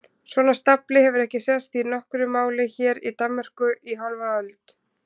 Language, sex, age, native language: Icelandic, female, 20-29, Icelandic